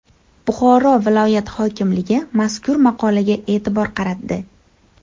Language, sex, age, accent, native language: Uzbek, female, 18-24, Andijon, Uzbek